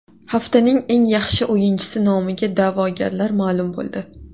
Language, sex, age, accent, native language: Uzbek, female, 18-24, Toshkent shahri, Uzbek